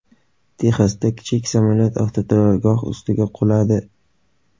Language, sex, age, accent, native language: Uzbek, male, 18-24, Sirdaryo, Uzbek